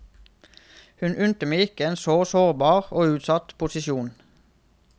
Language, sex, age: Norwegian, male, 31